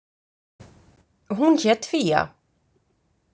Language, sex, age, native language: Icelandic, female, 50-59, Icelandic